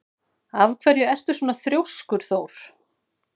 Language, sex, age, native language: Icelandic, female, 40-49, Icelandic